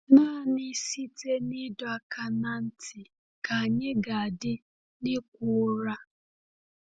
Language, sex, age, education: Igbo, female, 15-29, tertiary